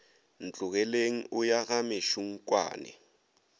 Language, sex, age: Northern Sotho, male, 22